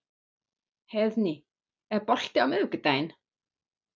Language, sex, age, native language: Icelandic, female, 40-49, German